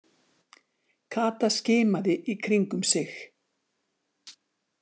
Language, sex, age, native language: Icelandic, female, 60-69, Icelandic